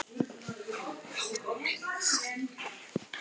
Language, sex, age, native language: Icelandic, other, 18-19, Icelandic